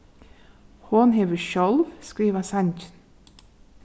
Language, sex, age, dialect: Faroese, female, 36-60, Suðurstreymoy